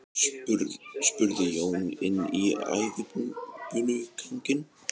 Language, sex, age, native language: Icelandic, male, 20-29, Icelandic